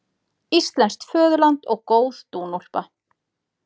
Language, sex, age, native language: Icelandic, female, 30-39, Icelandic